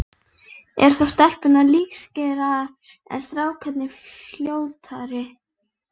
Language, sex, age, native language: Icelandic, female, 11, Icelandic